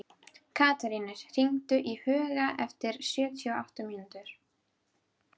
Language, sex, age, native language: Icelandic, female, 12, Icelandic